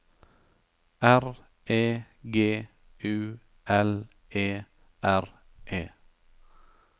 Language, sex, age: Norwegian, male, 43